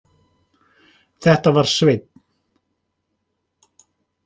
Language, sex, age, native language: Icelandic, male, 50-59, Icelandic